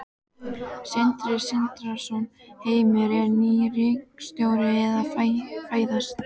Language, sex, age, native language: Icelandic, female, 12, Icelandic